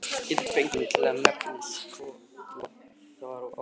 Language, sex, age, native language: Icelandic, male, 18-19, Icelandic